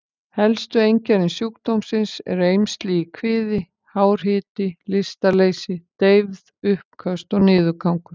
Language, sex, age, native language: Icelandic, female, 50-59, Icelandic